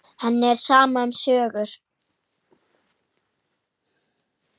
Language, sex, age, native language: Icelandic, male, 9, Icelandic